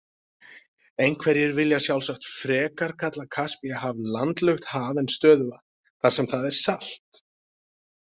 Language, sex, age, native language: Icelandic, male, 40-49, Icelandic